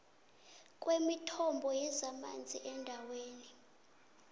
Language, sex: South Ndebele, female